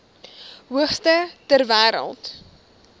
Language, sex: Afrikaans, female